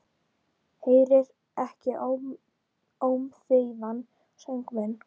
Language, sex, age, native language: Icelandic, female, 10, Icelandic